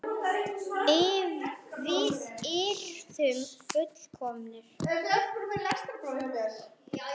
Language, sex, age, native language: Icelandic, male, 9, Icelandic